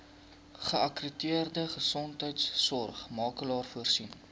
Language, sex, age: Afrikaans, male, 20